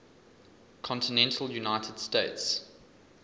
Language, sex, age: English, male, 20